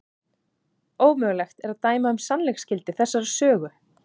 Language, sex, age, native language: Icelandic, female, 30-39, Icelandic